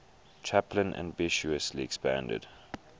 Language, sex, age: English, male, 21